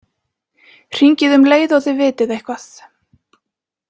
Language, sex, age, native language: Icelandic, female, 20-29, Icelandic